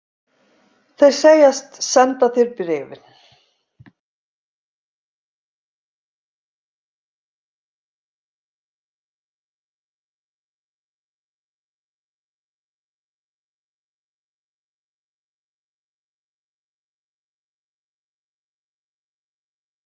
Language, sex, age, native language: Icelandic, female, 50-59, Icelandic